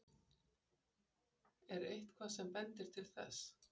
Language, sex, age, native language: Icelandic, female, 40-49, Icelandic